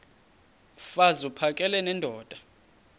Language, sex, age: Xhosa, male, 31